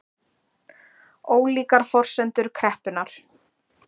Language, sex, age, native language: Icelandic, female, 40-49, Icelandic